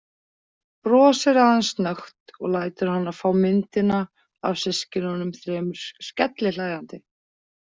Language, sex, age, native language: Icelandic, female, 40-49, Icelandic